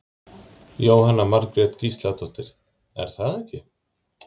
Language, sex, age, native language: Icelandic, male, 50-59, Icelandic